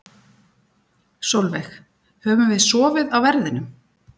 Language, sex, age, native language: Icelandic, female, 40-49, Icelandic